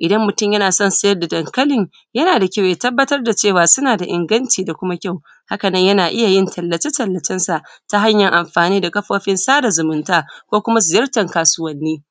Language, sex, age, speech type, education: Hausa, female, 30-45, spontaneous, secondary